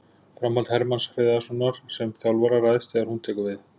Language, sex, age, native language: Icelandic, male, 40-49, Icelandic